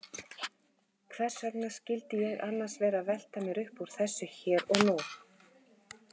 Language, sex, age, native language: Icelandic, female, 50-59, Icelandic